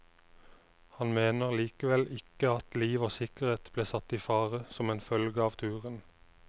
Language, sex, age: Norwegian, male, 29